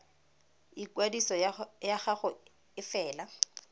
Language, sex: Tswana, female